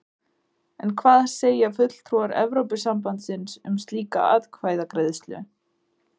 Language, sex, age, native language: Icelandic, female, 20-29, Icelandic